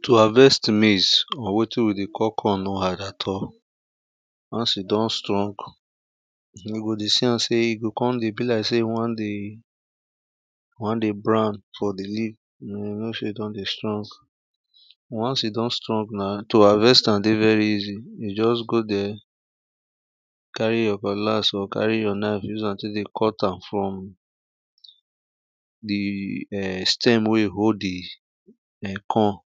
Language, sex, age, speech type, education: Nigerian Pidgin, male, 30-45, spontaneous, primary